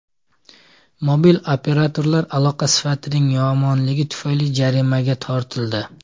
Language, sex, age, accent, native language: Uzbek, male, 25-34, Samarqand, Uzbek